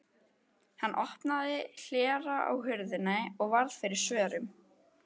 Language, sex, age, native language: Icelandic, female, 12, Icelandic